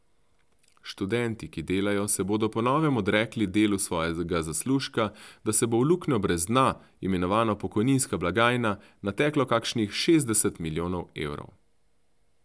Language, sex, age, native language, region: Slovenian, male, 30-49, Slovenian, Central Slovenia